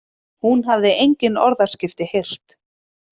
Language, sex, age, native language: Icelandic, female, 30-39, Icelandic